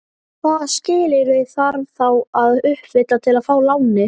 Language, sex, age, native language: Icelandic, male, 11, Icelandic